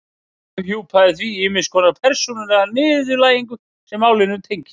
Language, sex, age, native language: Icelandic, male, 30-39, Icelandic